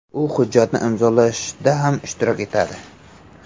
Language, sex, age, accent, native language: Uzbek, male, 18-24, Samarqand, Uzbek